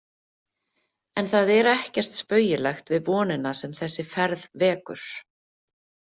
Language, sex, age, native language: Icelandic, female, 50-59, Icelandic